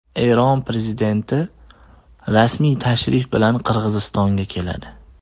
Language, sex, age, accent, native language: Uzbek, male, 18-24, Andijon, Uzbek